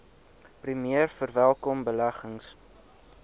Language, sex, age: Afrikaans, male, 19